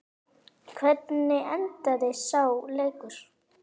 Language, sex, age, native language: Icelandic, female, 9, Icelandic